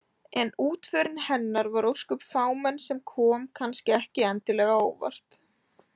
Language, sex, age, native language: Icelandic, female, 18-19, Icelandic